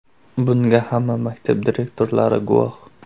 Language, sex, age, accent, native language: Uzbek, male, 18-24, Surxondaryo, Uzbek